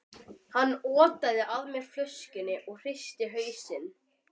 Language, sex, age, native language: Icelandic, female, 12, Icelandic